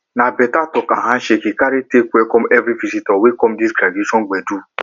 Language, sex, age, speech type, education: Nigerian Pidgin, male, 15-29, spontaneous, tertiary